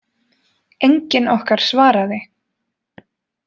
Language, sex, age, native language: Icelandic, female, 20-29, Icelandic